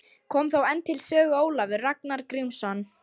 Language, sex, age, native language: Icelandic, female, 18-19, Lithuanian